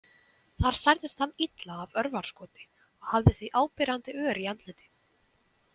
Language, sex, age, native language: Icelandic, female, 20-29, Icelandic